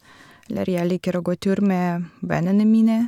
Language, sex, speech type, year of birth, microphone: Norwegian, female, spontaneous, 1982, Shure